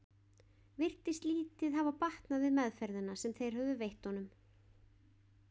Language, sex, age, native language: Icelandic, female, 20-29, Icelandic